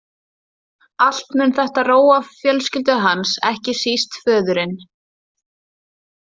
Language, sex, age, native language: Icelandic, female, 20-29, Icelandic